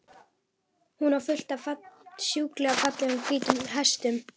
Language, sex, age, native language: Icelandic, female, 11, Icelandic